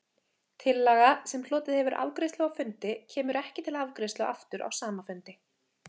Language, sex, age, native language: Icelandic, female, 30-39, Icelandic